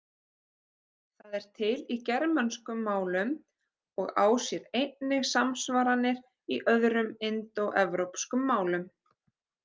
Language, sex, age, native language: Icelandic, female, 30-39, Icelandic